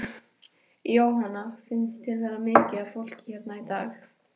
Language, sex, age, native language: Icelandic, female, 14, Icelandic